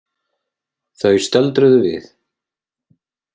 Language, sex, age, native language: Icelandic, male, 30-39, Icelandic